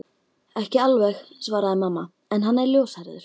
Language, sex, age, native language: Icelandic, female, 12, Icelandic